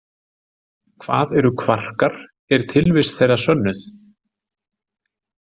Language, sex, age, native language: Icelandic, male, 40-49, Icelandic